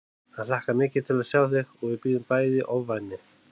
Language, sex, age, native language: Icelandic, male, 30-39, Icelandic